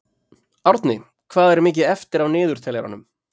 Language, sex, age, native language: Icelandic, male, 30-39, Icelandic